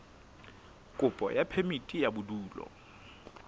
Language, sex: Southern Sotho, female